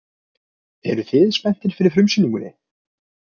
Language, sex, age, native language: Icelandic, male, 20-29, Icelandic